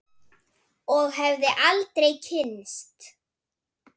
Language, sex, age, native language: Icelandic, female, 9, Icelandic